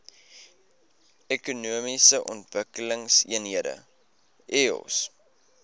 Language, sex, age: Afrikaans, male, 20